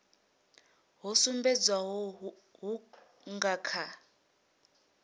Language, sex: Venda, female